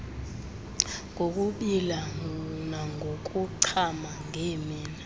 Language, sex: Xhosa, female